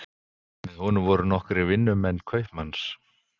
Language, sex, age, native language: Icelandic, male, 50-59, Icelandic